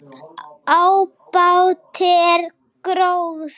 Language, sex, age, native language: Icelandic, female, 6, Icelandic